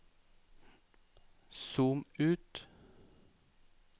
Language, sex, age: Norwegian, male, 28